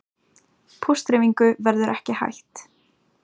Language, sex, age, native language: Icelandic, female, 18-19, Icelandic